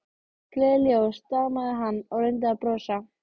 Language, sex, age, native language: Icelandic, female, 13, Icelandic